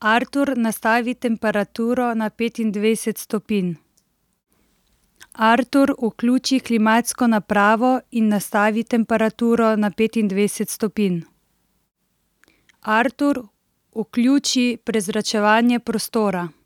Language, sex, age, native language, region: Slovenian, female, 30-49, Slovenian, Central Slovenia